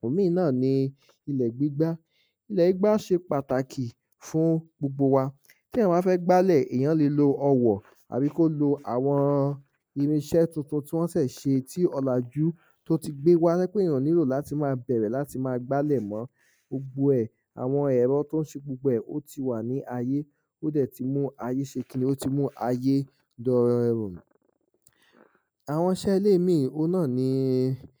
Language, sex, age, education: Yoruba, male, 15-29, tertiary